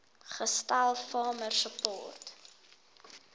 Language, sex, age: Afrikaans, female, 21